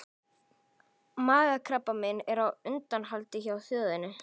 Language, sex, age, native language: Icelandic, female, 11, Icelandic